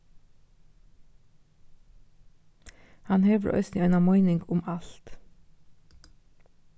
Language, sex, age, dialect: Faroese, female, 15-35, Norðurstreymoy/Eysturoy